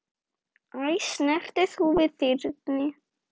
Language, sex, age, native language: Icelandic, female, 9, Icelandic